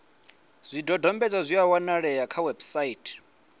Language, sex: Venda, male